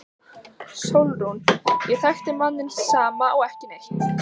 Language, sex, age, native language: Icelandic, female, 15, Icelandic